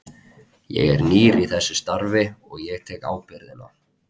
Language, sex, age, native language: Icelandic, male, 20-29, Icelandic